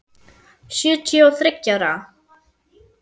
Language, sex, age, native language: Icelandic, female, 10, German